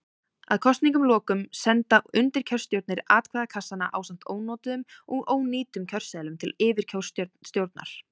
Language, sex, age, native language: Icelandic, female, 18-19, Icelandic